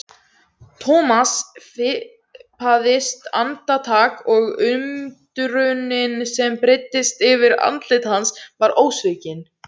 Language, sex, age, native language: Icelandic, female, 17, Icelandic